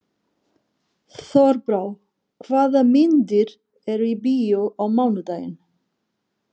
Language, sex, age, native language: Icelandic, female, 50-59, Portuguese